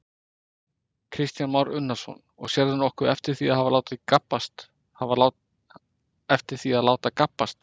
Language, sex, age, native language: Icelandic, male, 50-59, Icelandic